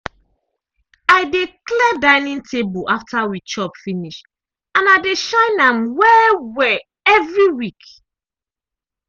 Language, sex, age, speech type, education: Nigerian Pidgin, female, 15-29, spontaneous, tertiary